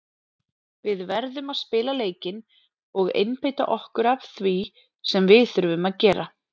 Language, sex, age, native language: Icelandic, female, 30-39, Icelandic